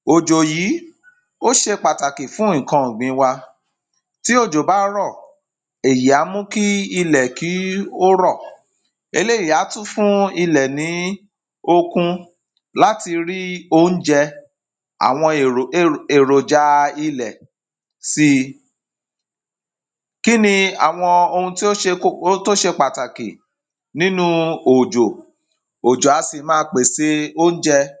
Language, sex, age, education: Yoruba, male, 30-45, primary